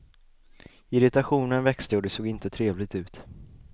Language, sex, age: Swedish, male, 20